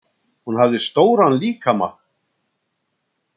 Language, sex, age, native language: Icelandic, male, 60-69, Icelandic